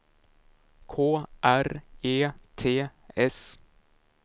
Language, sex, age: Swedish, male, 19